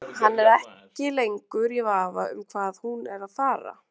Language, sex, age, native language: Icelandic, female, 20-29, Icelandic